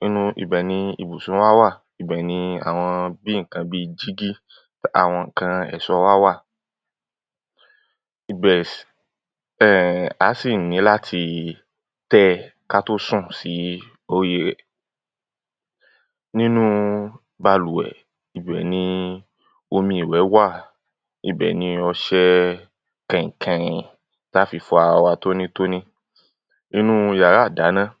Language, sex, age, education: Yoruba, male, 15-29, tertiary